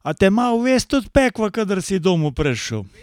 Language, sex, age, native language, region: Slovenian, male, 60+, Slovenian, Carinthia region